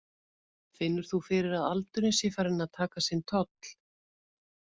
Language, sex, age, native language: Icelandic, female, 50-59, Icelandic